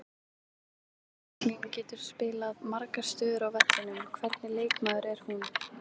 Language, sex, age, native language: Icelandic, female, 18-19, Icelandic